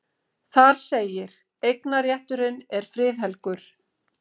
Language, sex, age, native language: Icelandic, female, 50-59, Icelandic